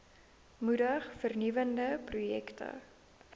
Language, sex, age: Afrikaans, female, 19